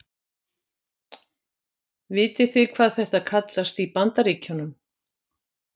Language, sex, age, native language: Icelandic, female, 60-69, Icelandic